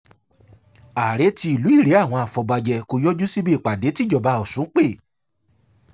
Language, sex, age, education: Yoruba, male, 30-45, tertiary